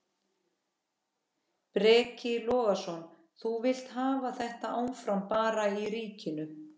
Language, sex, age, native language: Icelandic, female, 14, Icelandic